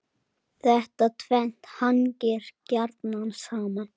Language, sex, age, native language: Icelandic, male, 10, Icelandic